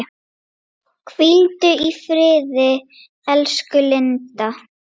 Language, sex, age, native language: Icelandic, female, 8, Icelandic